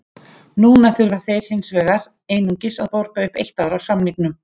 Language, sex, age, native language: Icelandic, female, 50-59, Icelandic